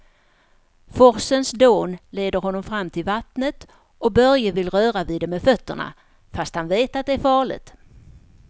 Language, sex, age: Swedish, female, 54